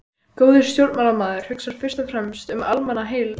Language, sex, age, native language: Icelandic, female, 12, Icelandic